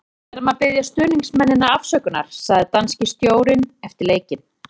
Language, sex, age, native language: Icelandic, female, 30-39, Icelandic